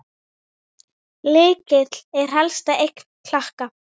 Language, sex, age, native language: Icelandic, female, 9, Icelandic